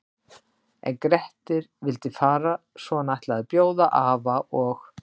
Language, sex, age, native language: Icelandic, female, 60-69, Icelandic